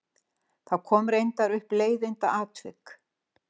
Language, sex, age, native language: Icelandic, female, 60-69, Icelandic